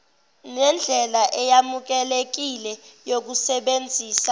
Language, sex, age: Zulu, female, 17